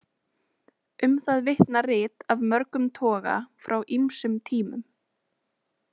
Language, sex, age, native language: Icelandic, female, 20-29, Icelandic